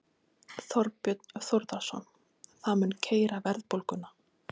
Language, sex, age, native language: Icelandic, female, 30-39, Icelandic